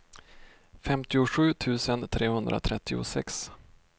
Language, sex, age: Swedish, male, 32